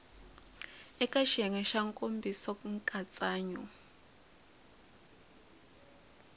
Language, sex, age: Tsonga, female, 20